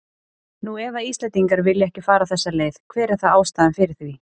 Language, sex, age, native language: Icelandic, female, 30-39, Icelandic